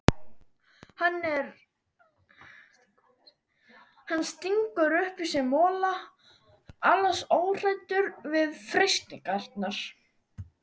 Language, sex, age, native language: Icelandic, male, 12, Icelandic